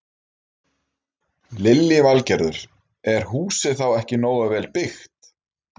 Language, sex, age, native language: Icelandic, male, 30-39, Icelandic